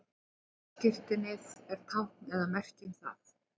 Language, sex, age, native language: Icelandic, female, 40-49, Icelandic